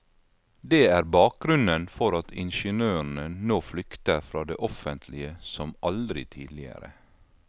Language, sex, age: Norwegian, male, 52